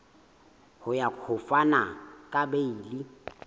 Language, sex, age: Southern Sotho, male, 18